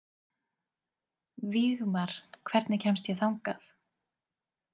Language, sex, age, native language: Icelandic, female, 20-29, Icelandic